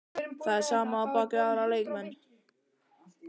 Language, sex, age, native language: Icelandic, male, 12, Icelandic